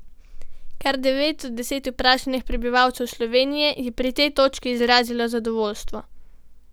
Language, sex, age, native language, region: Slovenian, female, 12-17, Slovenian, Gorenjska region